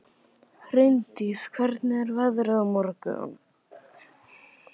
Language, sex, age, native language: Icelandic, male, 11, Icelandic